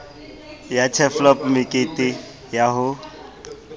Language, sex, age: Southern Sotho, male, 30